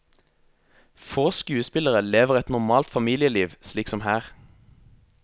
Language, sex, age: Norwegian, male, 22